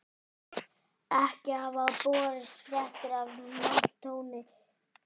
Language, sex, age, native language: Icelandic, male, 18-19, Icelandic